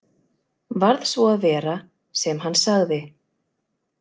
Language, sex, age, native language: Icelandic, female, 30-39, Icelandic